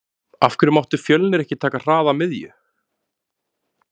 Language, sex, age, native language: Icelandic, male, 30-39, Icelandic